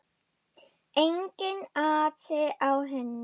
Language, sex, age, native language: Icelandic, female, 10, German